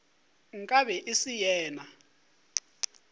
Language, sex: Northern Sotho, male